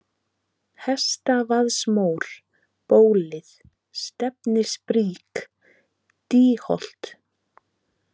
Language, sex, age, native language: Icelandic, female, 30-39, Icelandic